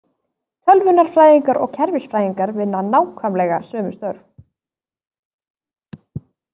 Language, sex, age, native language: Icelandic, female, 20-29, Icelandic